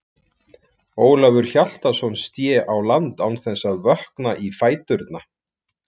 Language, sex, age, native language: Icelandic, male, 40-49, Icelandic